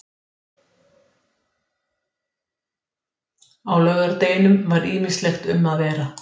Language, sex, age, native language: Icelandic, female, 60-69, Icelandic